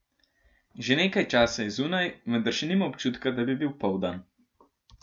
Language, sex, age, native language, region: Slovenian, male, 12-17, Slovenian, Gorenjska region